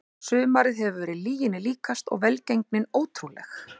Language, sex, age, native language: Icelandic, female, 40-49, Icelandic